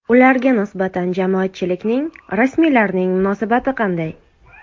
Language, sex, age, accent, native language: Uzbek, female, 25-34, Andijon, Uzbek